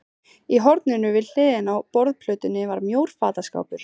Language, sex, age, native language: Icelandic, female, 15, Icelandic